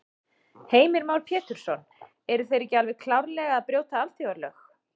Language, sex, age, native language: Icelandic, female, 30-39, Icelandic